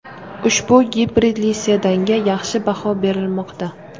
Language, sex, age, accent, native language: Uzbek, female, 18-24, Sirdaryo, Uzbek